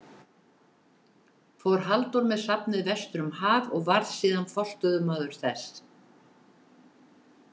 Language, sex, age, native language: Icelandic, female, 70-79, Icelandic